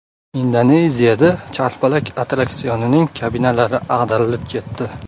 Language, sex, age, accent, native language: Uzbek, male, 18-24, Farg'ona, Uzbek